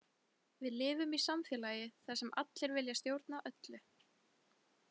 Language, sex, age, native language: Icelandic, female, 20-29, Icelandic